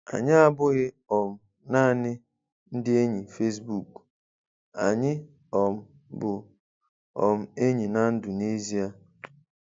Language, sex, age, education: Igbo, male, 15-29, tertiary